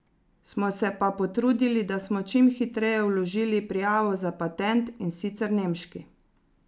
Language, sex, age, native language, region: Slovenian, female, 30-49, Slovenian, Zasavska region